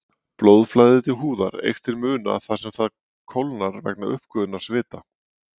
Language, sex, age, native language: Icelandic, male, 40-49, Icelandic